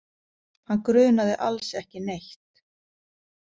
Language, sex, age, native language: Icelandic, female, 50-59, Icelandic